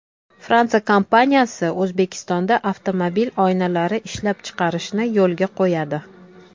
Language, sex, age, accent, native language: Uzbek, female, 30-39, Toshkent shahri, Uzbek